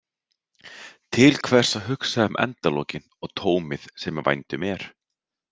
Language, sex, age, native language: Icelandic, male, 30-39, Icelandic